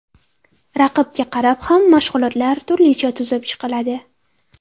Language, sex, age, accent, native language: Uzbek, female, 12-17, Andijon, Uzbek